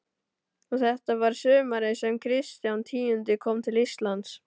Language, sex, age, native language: Icelandic, male, 12, Icelandic